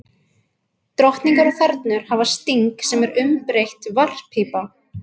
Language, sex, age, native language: Icelandic, female, 20-29, Icelandic